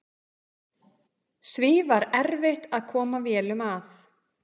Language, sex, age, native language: Icelandic, female, 30-39, Icelandic